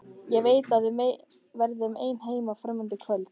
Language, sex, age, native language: Icelandic, female, 14, Icelandic